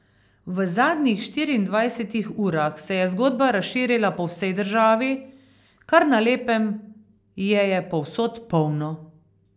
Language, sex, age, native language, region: Slovenian, female, 50-59, Slovenian, Carinthia region